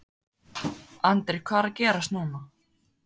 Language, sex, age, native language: Icelandic, male, 14, Icelandic